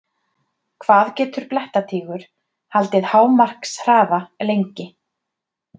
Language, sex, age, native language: Icelandic, female, 30-39, Icelandic